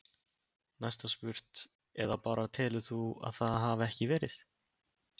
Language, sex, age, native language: Icelandic, male, 20-29, Icelandic